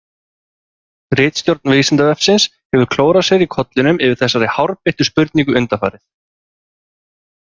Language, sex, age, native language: Icelandic, male, 30-39, Icelandic